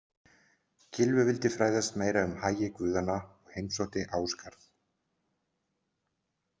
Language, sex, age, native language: Icelandic, male, 40-49, Icelandic